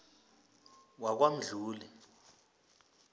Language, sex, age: South Ndebele, male, 20